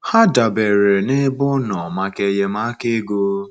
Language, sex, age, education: Igbo, male, 15-29, secondary